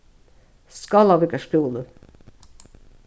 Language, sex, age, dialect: Faroese, female, 36-60, Norðuroyggjar